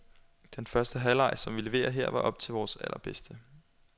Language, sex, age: Danish, male, 21